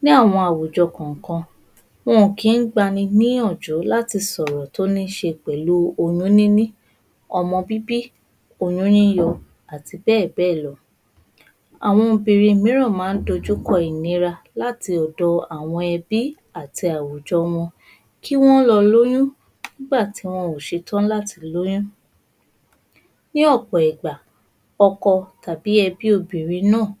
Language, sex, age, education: Yoruba, female, 15-29, tertiary